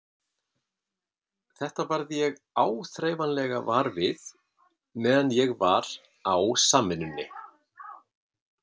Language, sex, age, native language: Icelandic, male, 50-59, Icelandic